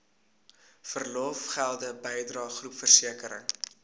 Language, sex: Afrikaans, male